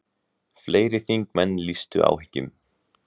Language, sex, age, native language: Icelandic, male, 18-19, Icelandic